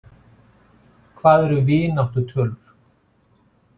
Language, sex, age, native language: Icelandic, male, 40-49, Icelandic